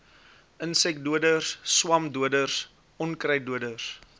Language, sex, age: Afrikaans, male, 20